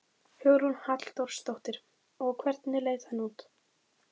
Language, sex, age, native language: Icelandic, female, 15, Icelandic